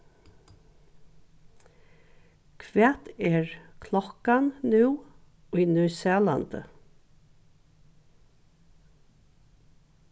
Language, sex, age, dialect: Faroese, female, 61+, Norðuroyggjar